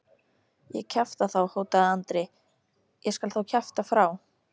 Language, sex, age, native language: Icelandic, female, 13, Icelandic